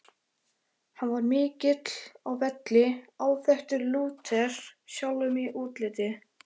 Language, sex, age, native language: Icelandic, male, 13, Icelandic